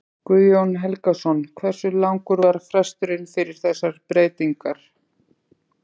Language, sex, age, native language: Icelandic, female, 50-59, Icelandic